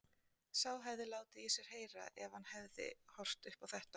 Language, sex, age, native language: Icelandic, female, 40-49, Icelandic